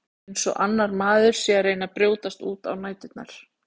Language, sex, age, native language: Icelandic, female, 40-49, Icelandic